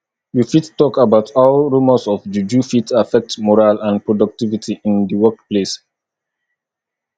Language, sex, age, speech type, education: Nigerian Pidgin, male, 30-45, spontaneous, tertiary